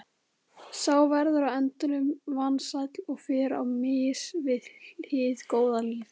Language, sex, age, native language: Icelandic, male, 18-19, Icelandic